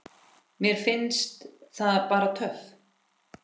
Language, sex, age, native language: Icelandic, female, 10, Icelandic